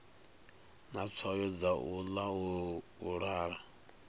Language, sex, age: Venda, male, 39